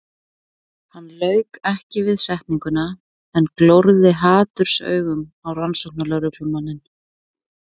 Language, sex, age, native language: Icelandic, female, 20-29, Icelandic